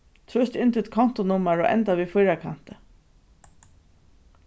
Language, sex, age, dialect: Faroese, female, 36-60, Suðurstreymoy